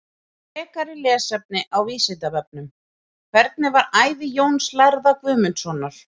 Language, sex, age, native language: Icelandic, female, 30-39, Icelandic